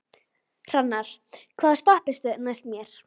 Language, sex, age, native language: Icelandic, female, 12, Icelandic